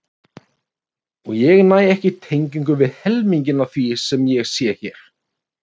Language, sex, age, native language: Icelandic, male, 30-39, Icelandic